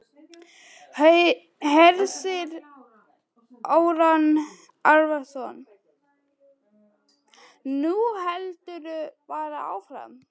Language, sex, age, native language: Icelandic, female, 12, Icelandic